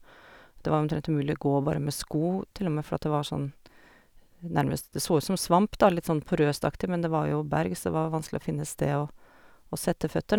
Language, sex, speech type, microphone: Norwegian, female, spontaneous, Sennheiser